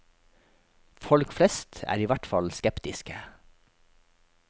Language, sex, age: Norwegian, male, 43